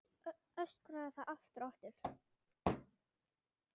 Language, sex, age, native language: Icelandic, male, 9, Icelandic